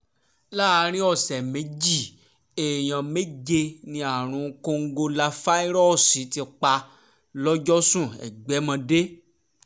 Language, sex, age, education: Yoruba, male, 15-29, tertiary